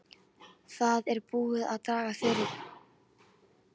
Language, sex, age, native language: Icelandic, female, 12, Icelandic